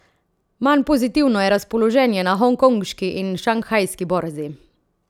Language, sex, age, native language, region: Slovenian, female, 30-49, Slovenian, Central Slovenia